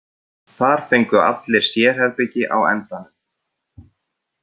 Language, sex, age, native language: Icelandic, male, 30-39, Icelandic